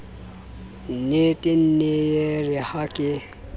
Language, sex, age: Southern Sotho, male, 24